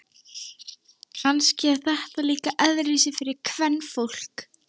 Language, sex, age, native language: Icelandic, female, 13, Icelandic